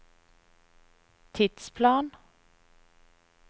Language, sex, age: Norwegian, female, 30